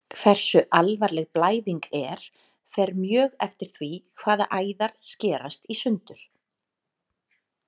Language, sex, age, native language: Icelandic, female, 30-39, Icelandic